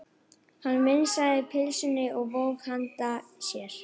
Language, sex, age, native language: Icelandic, female, 11, Icelandic